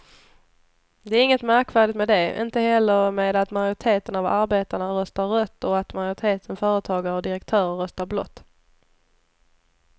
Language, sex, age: Swedish, female, 29